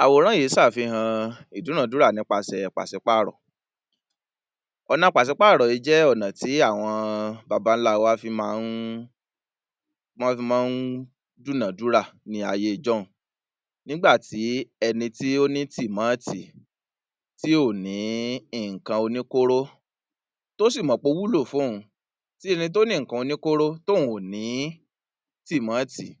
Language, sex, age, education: Yoruba, male, 30-45, tertiary